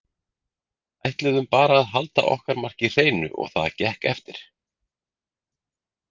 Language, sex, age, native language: Icelandic, male, 40-49, Icelandic